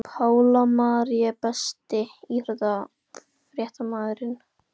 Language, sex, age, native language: Icelandic, female, 12, Icelandic